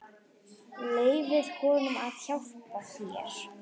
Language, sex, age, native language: Icelandic, female, 9, Icelandic